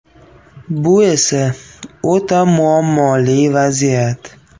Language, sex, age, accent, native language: Uzbek, male, 18-24, Farg'ona, Uzbek